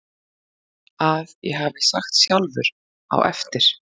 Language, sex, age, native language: Icelandic, female, 40-49, Icelandic